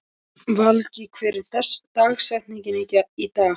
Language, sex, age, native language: Icelandic, female, 13, Polish